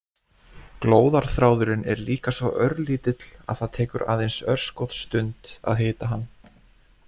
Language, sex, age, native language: Icelandic, male, 20-29, Icelandic